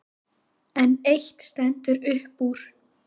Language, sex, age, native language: Icelandic, female, 10, Icelandic